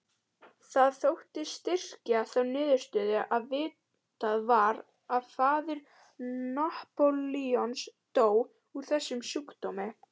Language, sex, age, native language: Icelandic, female, 18-19, Icelandic